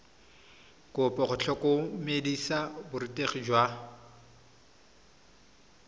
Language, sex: Tswana, male